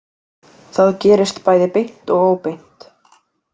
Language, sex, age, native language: Icelandic, female, 18-19, Icelandic